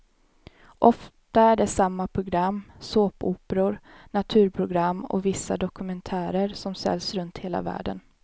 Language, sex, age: Swedish, female, 18